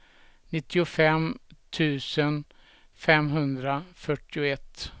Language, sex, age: Swedish, male, 67